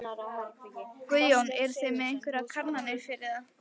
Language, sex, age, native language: Icelandic, female, 12, Icelandic